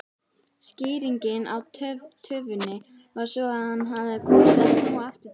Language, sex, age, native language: Icelandic, female, 18-19, Icelandic